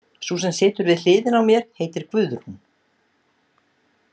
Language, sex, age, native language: Icelandic, female, 60-69, Icelandic